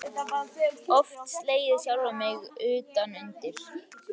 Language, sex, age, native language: Icelandic, female, 11, Icelandic